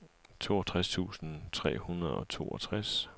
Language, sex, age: Danish, male, 37